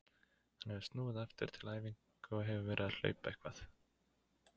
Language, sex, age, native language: Icelandic, male, 20-29, Icelandic